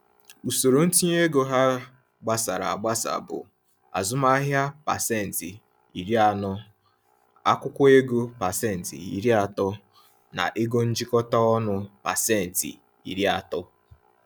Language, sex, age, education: Igbo, male, 15-29, tertiary